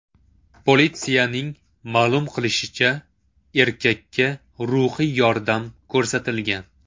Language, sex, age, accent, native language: Uzbek, male, 18-24, Toshkent shahri, Uzbek